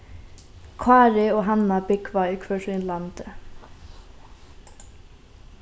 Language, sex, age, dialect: Faroese, female, 15-35, Norðurstreymoy/Eysturoy